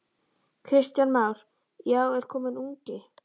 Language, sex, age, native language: Icelandic, female, 12, Icelandic